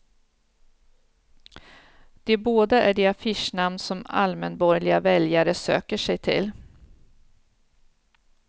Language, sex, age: Swedish, female, 46